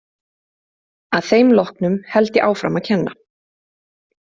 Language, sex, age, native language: Icelandic, female, 30-39, Icelandic